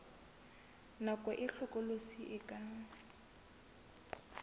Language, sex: Southern Sotho, female